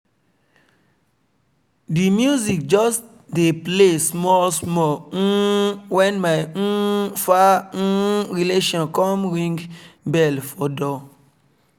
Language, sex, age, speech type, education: Nigerian Pidgin, male, 30-45, spontaneous, tertiary